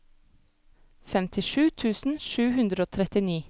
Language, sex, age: Norwegian, female, 25